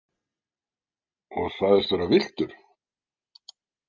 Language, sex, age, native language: Icelandic, male, 60-69, Icelandic